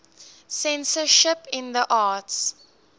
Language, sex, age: English, female, 18